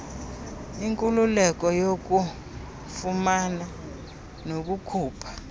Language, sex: Xhosa, female